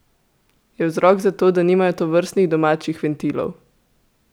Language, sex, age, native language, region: Slovenian, female, 18-29, Slovenian, Central Slovenia